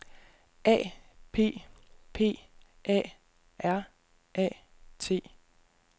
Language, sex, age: Danish, male, 32